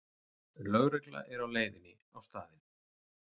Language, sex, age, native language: Icelandic, male, 40-49, Icelandic